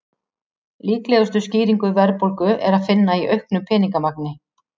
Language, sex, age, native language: Icelandic, female, 40-49, Icelandic